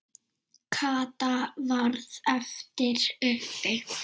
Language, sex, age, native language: Icelandic, female, 7, Icelandic